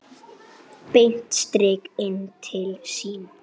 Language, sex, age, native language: Icelandic, female, 8, Icelandic